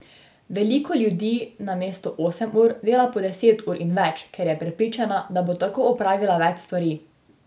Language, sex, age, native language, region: Slovenian, female, 18-29, Slovenian, Drava region